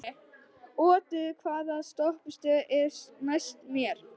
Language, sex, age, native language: Icelandic, female, 18-19, Icelandic